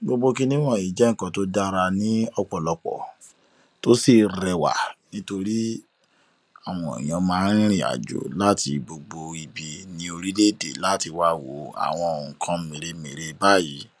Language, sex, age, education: Yoruba, male, 15-29, tertiary